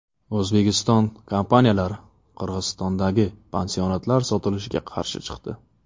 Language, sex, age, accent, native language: Uzbek, male, 25-34, Navoiy, Uzbek